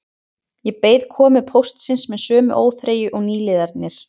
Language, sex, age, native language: Icelandic, female, 30-39, Icelandic